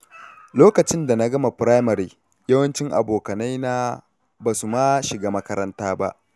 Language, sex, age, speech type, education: Hausa, male, 30-45, read, tertiary